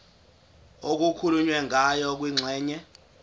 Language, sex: Zulu, male